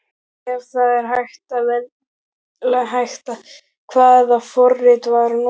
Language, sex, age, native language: Icelandic, male, 12, Icelandic